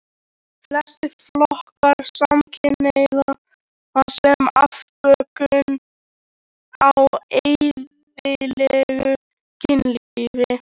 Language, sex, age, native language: Icelandic, male, 13, Icelandic